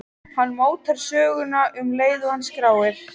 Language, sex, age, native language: Icelandic, female, 13, Icelandic